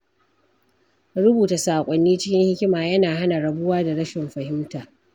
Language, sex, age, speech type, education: Hausa, female, 46-60, read, primary